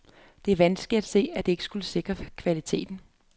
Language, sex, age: Danish, female, 33